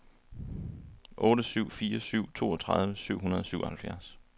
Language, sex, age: Danish, male, 23